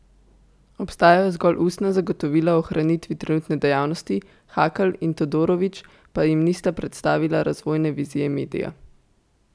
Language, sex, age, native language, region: Slovenian, female, 18-29, Slovenian, Central Slovenia